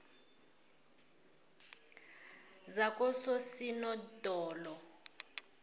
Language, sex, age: South Ndebele, female, 25